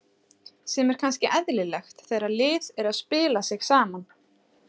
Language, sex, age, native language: Icelandic, female, 30-39, Icelandic